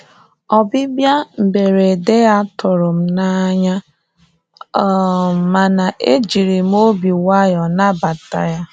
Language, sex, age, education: Igbo, female, 30-45, tertiary